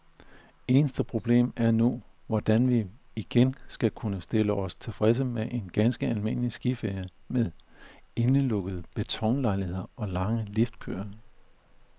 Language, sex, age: Danish, male, 41